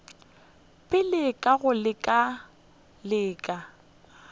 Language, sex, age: Northern Sotho, female, 21